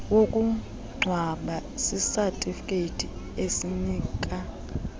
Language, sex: Xhosa, female